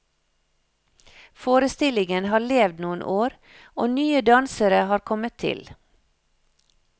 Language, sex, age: Norwegian, female, 56